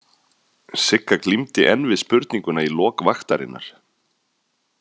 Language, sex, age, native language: Icelandic, male, 30-39, Icelandic